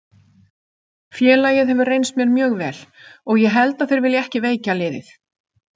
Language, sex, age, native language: Icelandic, female, 50-59, Icelandic